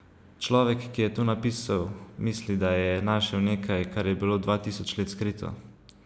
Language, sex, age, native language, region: Slovenian, male, 18-29, Slovenian, Savinja region